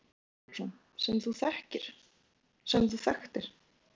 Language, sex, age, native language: Icelandic, female, 20-29, Icelandic